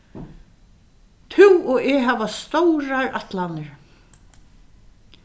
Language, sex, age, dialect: Faroese, female, 61+, Suðurstreymoy